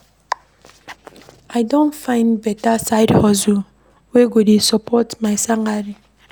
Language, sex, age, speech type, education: Nigerian Pidgin, female, 15-29, read, primary